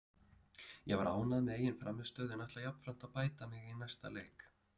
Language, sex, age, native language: Icelandic, male, 30-39, Icelandic